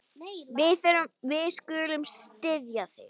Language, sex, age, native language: Icelandic, female, 9, Icelandic